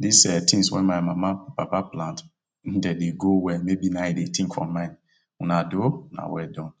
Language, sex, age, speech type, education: Nigerian Pidgin, male, 30-45, spontaneous, tertiary